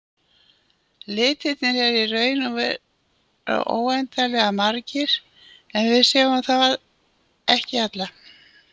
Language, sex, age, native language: Icelandic, female, 80-89, Icelandic